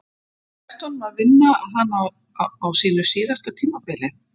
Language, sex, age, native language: Icelandic, female, 50-59, Icelandic